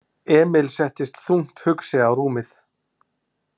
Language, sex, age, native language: Icelandic, male, 40-49, Icelandic